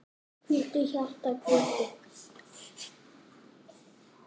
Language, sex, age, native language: Icelandic, male, 8, Icelandic